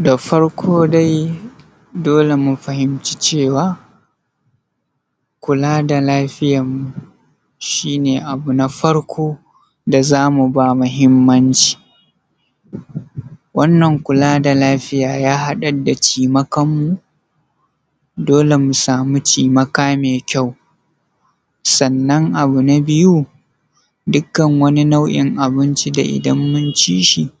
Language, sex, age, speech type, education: Hausa, male, 30-45, spontaneous, secondary